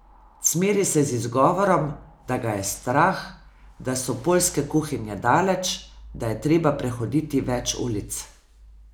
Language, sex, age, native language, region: Slovenian, female, 50-59, Slovenian, Savinja region